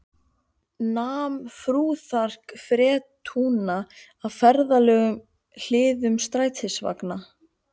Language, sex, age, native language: Icelandic, female, 15, Icelandic